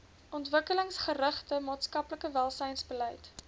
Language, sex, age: Afrikaans, female, 21